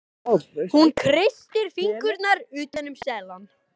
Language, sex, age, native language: Icelandic, male, 13, Icelandic